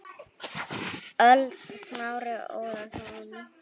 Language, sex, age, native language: Icelandic, female, 9, Icelandic